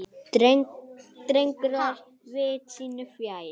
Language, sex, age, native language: Icelandic, male, 8, Icelandic